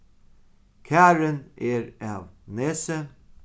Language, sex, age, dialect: Faroese, male, 36-60, Sandoy